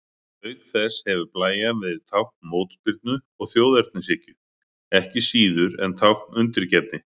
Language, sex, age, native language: Icelandic, male, 40-49, Icelandic